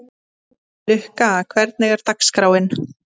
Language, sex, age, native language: Icelandic, female, 30-39, Icelandic